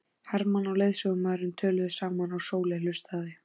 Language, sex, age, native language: Icelandic, female, 14, Icelandic